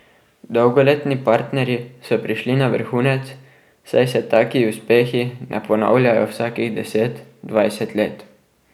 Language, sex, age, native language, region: Slovenian, male, 12-17, Slovenian, Drava region